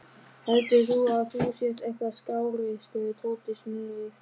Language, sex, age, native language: Icelandic, male, 13, German